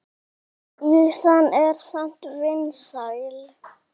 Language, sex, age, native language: Icelandic, male, 6, Icelandic